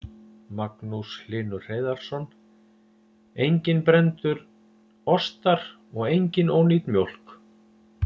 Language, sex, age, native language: Icelandic, male, 50-59, Icelandic